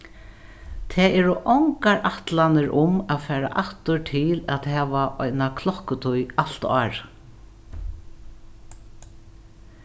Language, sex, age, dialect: Faroese, female, 61+, Norðuroyggjar